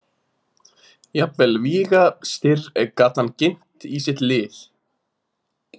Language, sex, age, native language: Icelandic, male, 20-29, Icelandic